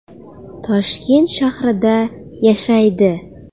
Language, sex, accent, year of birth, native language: Uzbek, female, Farg'ona, 2000, Uzbek